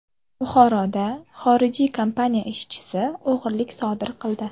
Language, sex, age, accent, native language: Uzbek, female, 25-34, Qoraqalpog'iston, Uzbek